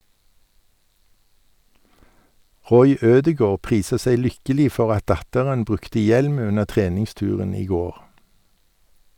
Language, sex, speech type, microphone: Norwegian, male, read, Sennheiser